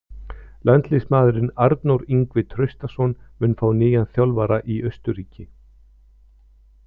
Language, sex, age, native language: Icelandic, male, 50-59, Icelandic